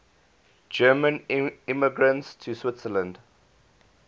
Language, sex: English, male